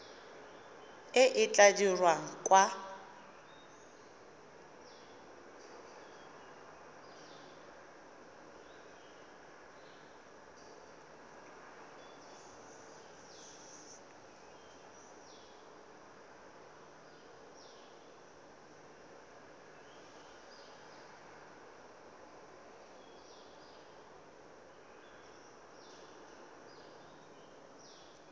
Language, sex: Tswana, female